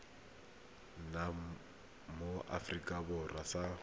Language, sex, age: Tswana, male, 23